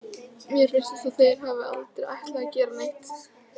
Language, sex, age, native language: Icelandic, female, 18-19, Icelandic